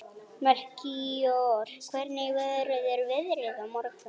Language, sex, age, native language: Icelandic, female, 18-19, Icelandic